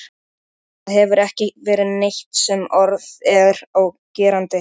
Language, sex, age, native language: Icelandic, male, 13, Icelandic